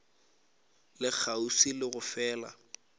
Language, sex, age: Northern Sotho, male, 18